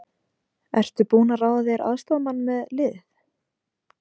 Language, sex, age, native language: Icelandic, female, 20-29, Icelandic